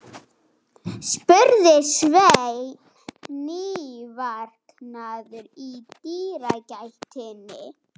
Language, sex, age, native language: Icelandic, female, 20-29, Icelandic